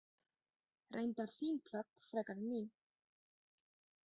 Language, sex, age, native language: Icelandic, female, 30-39, Danish